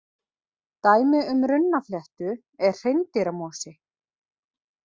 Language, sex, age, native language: Icelandic, female, 20-29, Icelandic